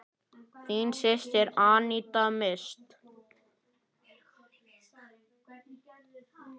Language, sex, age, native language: Icelandic, male, 9, Icelandic